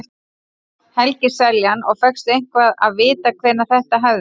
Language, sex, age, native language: Icelandic, male, 12, Icelandic